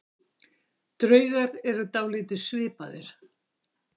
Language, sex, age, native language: Icelandic, female, 60-69, Icelandic